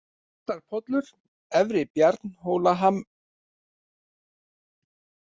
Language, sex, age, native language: Icelandic, male, 40-49, Icelandic